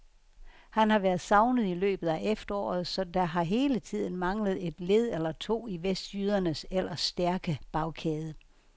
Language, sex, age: Danish, female, 69